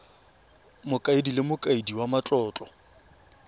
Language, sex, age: Tswana, male, 23